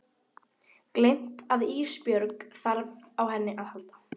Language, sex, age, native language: Icelandic, female, 11, Icelandic